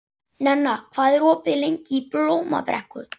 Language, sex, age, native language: Icelandic, male, 11, Icelandic